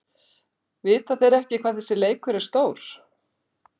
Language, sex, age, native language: Icelandic, female, 60-69, Icelandic